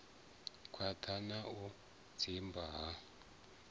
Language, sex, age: Venda, male, 34